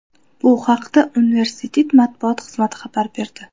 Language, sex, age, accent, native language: Uzbek, female, 18-24, Qashqadaryo, Uzbek